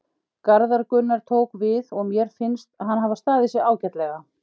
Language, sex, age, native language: Icelandic, female, 50-59, Icelandic